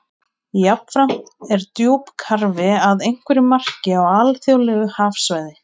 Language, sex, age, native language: Icelandic, female, 20-29, Icelandic